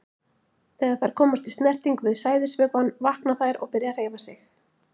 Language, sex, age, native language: Icelandic, female, 40-49, Icelandic